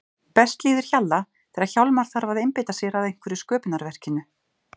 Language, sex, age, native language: Icelandic, female, 50-59, Icelandic